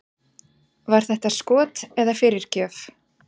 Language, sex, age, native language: Icelandic, female, 40-49, Icelandic